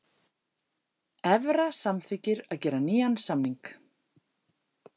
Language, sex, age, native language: Icelandic, female, 40-49, Icelandic